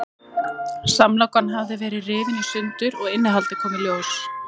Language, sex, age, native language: Icelandic, female, 30-39, Icelandic